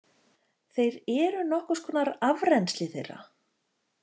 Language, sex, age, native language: Icelandic, female, 30-39, Icelandic